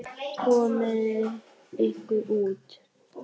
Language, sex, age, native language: Icelandic, female, 9, Icelandic